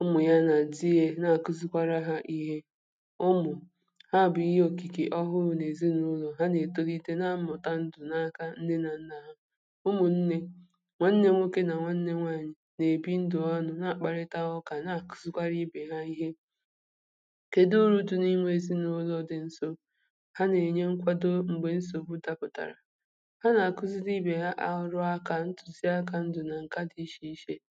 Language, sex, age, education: Igbo, female, 30-45, primary